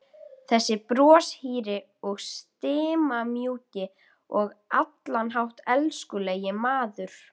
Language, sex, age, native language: Icelandic, female, 12, Icelandic